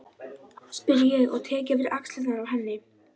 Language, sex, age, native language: Icelandic, female, 12, Icelandic